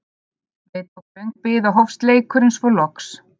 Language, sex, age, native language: Icelandic, female, 30-39, Icelandic